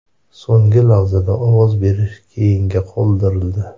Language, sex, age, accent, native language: Uzbek, male, 30-39, Toshkent shahri, Uzbek